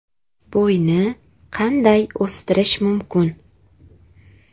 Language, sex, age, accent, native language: Uzbek, female, 18-24, Andijon, Uzbek